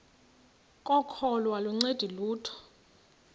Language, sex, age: Xhosa, female, 35